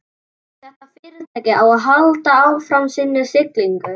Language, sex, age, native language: Icelandic, male, 11, Icelandic